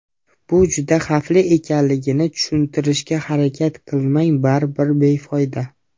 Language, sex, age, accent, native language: Uzbek, male, 19-29, Namangan, Uzbek